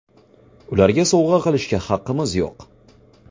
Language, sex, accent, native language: Uzbek, male, Farg'ona, Uzbek